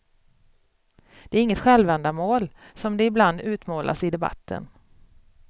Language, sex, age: Swedish, female, 42